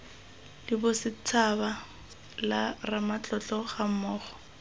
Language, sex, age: Tswana, female, 20